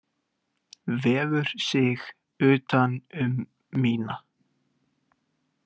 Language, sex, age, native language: Icelandic, male, 18-19, Icelandic